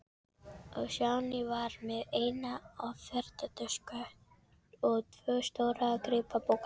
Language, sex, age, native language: Icelandic, female, 13, Filipino